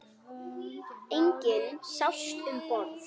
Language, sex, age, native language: Icelandic, female, 8, Icelandic